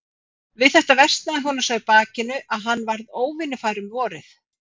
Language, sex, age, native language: Icelandic, female, 50-59, Icelandic